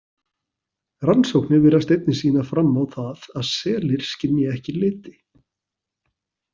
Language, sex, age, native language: Icelandic, male, 40-49, Icelandic